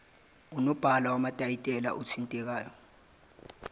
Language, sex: Zulu, male